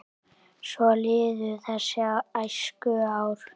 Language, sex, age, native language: Icelandic, male, 8, Icelandic